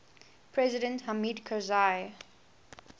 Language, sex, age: English, female, 18